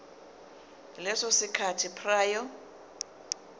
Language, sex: Zulu, female